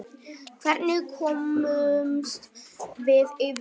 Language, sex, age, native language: Icelandic, male, 10, Vietnamese